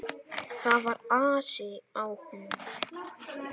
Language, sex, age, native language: Icelandic, male, 10, Icelandic